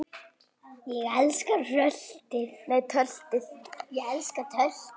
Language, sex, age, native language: Icelandic, male, 9, Icelandic